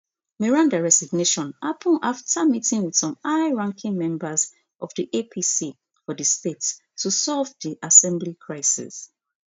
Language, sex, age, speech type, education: Nigerian Pidgin, female, 30-45, spontaneous, tertiary